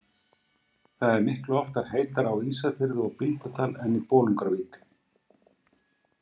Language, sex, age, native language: Icelandic, male, 50-59, Icelandic